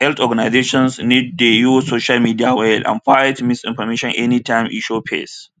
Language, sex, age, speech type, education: Nigerian Pidgin, male, 30-45, spontaneous, tertiary